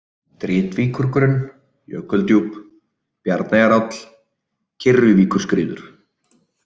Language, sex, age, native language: Icelandic, male, 30-39, Icelandic